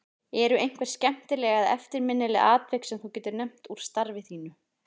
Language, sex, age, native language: Icelandic, female, 30-39, Icelandic